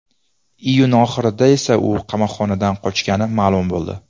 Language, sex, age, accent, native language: Uzbek, male, 19-29, Toshkent viloyati, Uzbek